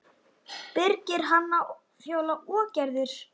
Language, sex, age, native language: Icelandic, male, 9, Icelandic